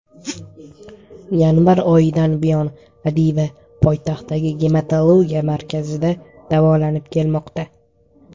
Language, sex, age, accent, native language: Uzbek, male, under 19, Toshkent shahri, Uzbek